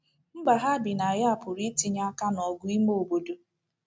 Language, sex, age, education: Igbo, female, 15-29, tertiary